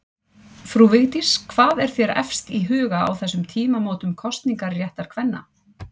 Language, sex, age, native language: Icelandic, female, 40-49, Icelandic